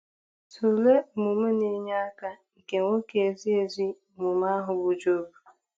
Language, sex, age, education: Igbo, female, 15-29, tertiary